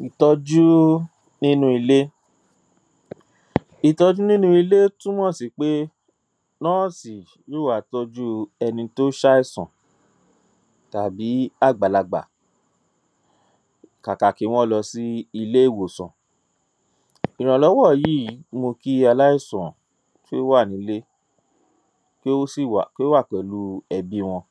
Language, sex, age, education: Yoruba, male, 30-45, tertiary